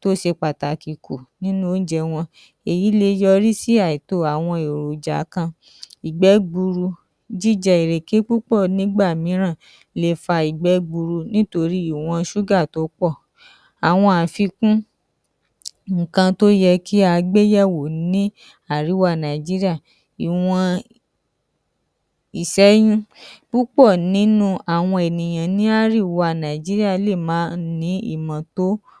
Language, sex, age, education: Yoruba, female, 30-45, tertiary